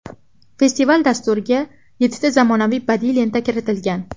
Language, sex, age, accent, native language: Uzbek, female, 12-17, Farg'ona, Uzbek